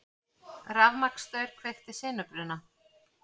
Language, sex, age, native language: Icelandic, female, 40-49, Icelandic